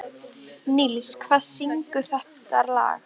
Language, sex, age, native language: Icelandic, female, 13, Icelandic